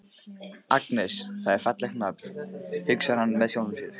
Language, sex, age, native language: Icelandic, male, 15, Icelandic